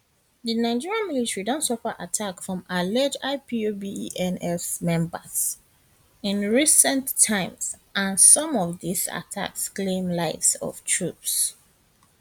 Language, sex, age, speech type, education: Nigerian Pidgin, female, 15-29, spontaneous, tertiary